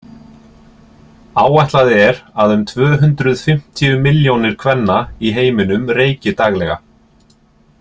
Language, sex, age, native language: Icelandic, male, 30-39, Icelandic